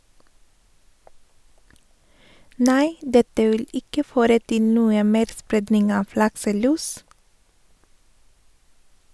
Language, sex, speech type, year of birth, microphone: Norwegian, female, read, 1983, Sennheiser